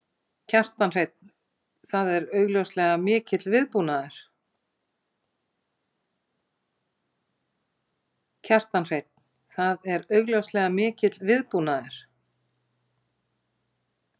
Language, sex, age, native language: Icelandic, female, 50-59, Icelandic